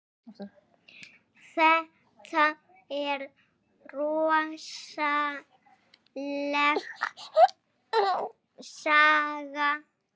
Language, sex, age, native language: Icelandic, female, 7, Icelandic